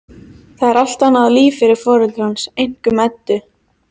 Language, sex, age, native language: Icelandic, female, 14, Icelandic